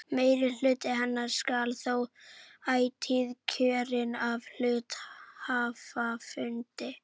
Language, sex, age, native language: Icelandic, female, 11, Icelandic